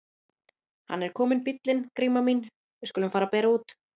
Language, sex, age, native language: Icelandic, female, 30-39, Icelandic